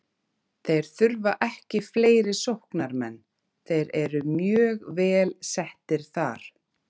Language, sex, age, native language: Icelandic, female, 30-39, Icelandic